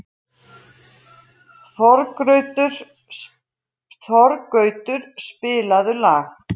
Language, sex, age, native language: Icelandic, female, 40-49, Icelandic